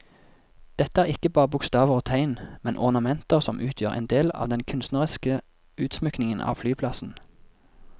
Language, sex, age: Norwegian, male, 24